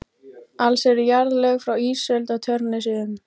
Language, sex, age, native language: Icelandic, female, 14, Icelandic